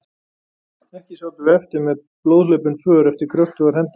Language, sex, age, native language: Icelandic, male, 40-49, Icelandic